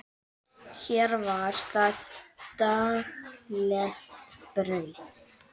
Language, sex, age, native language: Icelandic, male, 7, Icelandic